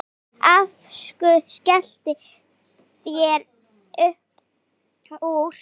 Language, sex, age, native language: Icelandic, female, 8, Icelandic